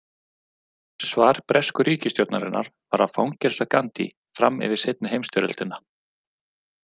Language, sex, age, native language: Icelandic, male, 40-49, Icelandic